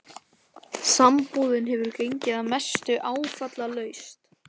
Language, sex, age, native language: Icelandic, male, 13, Icelandic